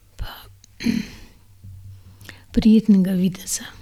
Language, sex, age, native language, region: Slovenian, female, 60+, Slovenian, Gorenjska region